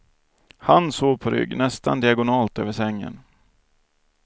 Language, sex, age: Swedish, male, 28